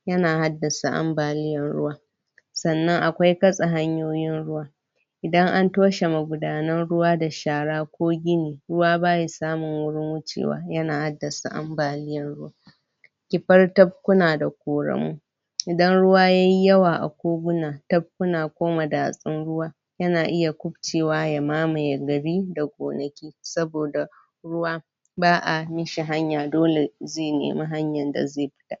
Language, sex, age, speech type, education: Hausa, female, 15-29, spontaneous, primary